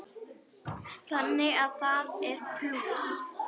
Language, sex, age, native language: Icelandic, female, 10, Icelandic